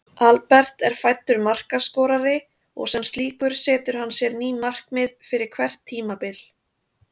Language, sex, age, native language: Icelandic, female, 30-39, Icelandic